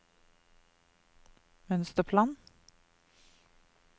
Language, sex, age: Norwegian, female, 50